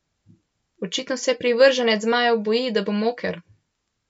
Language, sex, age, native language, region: Slovenian, male, 12-17, Slovenian, Central Slovenia